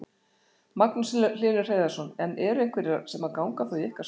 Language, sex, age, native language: Icelandic, female, 60-69, Icelandic